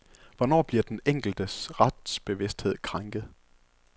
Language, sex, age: Danish, male, 24